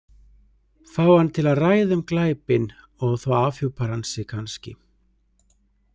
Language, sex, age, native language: Icelandic, male, 30-39, Icelandic